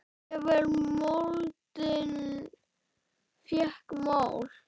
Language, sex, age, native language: Icelandic, male, 10, Icelandic